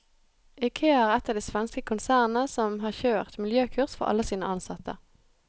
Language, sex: Norwegian, female